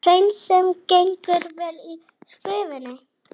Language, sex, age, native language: Icelandic, female, 40-49, Icelandic